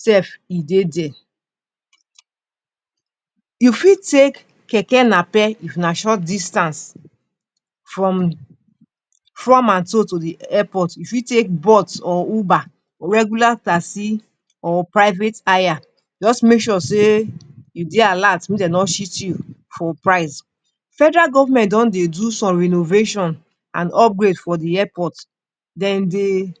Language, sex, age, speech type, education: Nigerian Pidgin, female, 46-60, spontaneous, tertiary